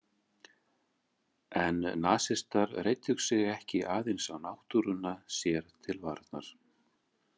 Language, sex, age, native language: Icelandic, male, 40-49, Icelandic